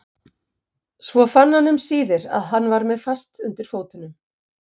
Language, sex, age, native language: Icelandic, female, 50-59, Icelandic